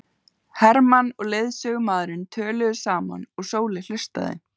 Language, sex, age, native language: Icelandic, female, 15, Icelandic